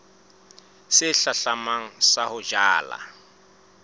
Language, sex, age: Southern Sotho, male, 35